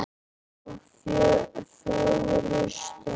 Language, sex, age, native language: Icelandic, male, 8, Icelandic